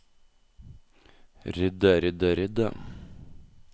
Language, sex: Norwegian, male